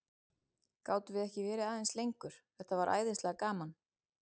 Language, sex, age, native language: Icelandic, female, 40-49, Icelandic